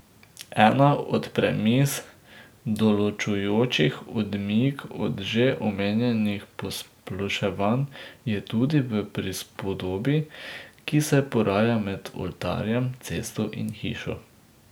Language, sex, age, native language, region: Slovenian, male, 18-29, Slovenian, Drava region